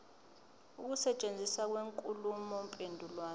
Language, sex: Zulu, female